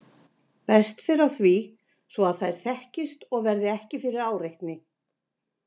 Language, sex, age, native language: Icelandic, female, 60-69, Icelandic